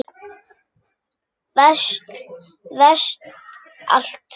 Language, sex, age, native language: Icelandic, male, 6, Icelandic